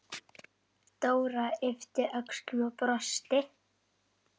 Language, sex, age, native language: Icelandic, male, 10, Icelandic